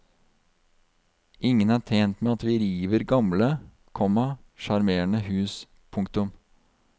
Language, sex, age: Norwegian, male, 32